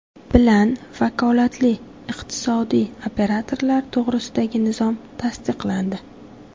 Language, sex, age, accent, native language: Uzbek, female, 18-24, Samarqand, Uzbek